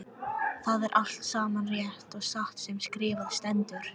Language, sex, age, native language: Icelandic, female, 13, Icelandic